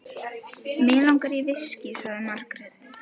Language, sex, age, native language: Icelandic, female, 12, Icelandic